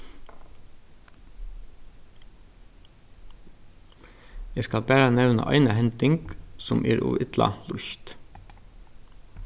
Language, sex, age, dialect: Faroese, male, 36-60, Norðurstreymoy/Eysturoy